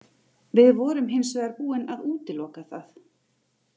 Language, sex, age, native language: Icelandic, female, 30-39, Icelandic